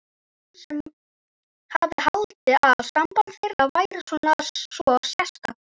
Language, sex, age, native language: Icelandic, male, 11, Icelandic